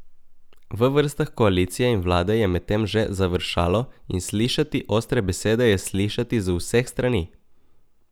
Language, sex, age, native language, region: Slovenian, male, 18-29, Slovenian, Coastal Karst region